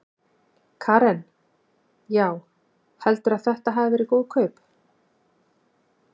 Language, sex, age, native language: Icelandic, female, 50-59, Icelandic